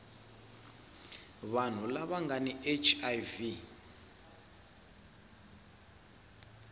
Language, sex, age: Tsonga, male, 20